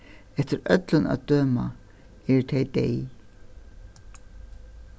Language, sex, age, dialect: Faroese, female, 61+, Suðurstreymoy